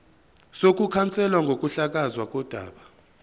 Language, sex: Zulu, male